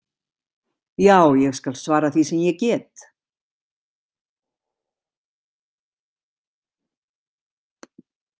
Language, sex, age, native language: Icelandic, female, 60-69, Icelandic